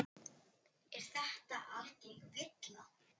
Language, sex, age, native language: Icelandic, female, 10, Icelandic